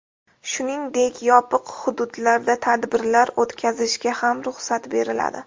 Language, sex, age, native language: Uzbek, female, 18-24, Uzbek